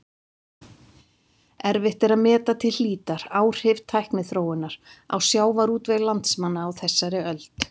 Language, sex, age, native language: Icelandic, female, 50-59, Icelandic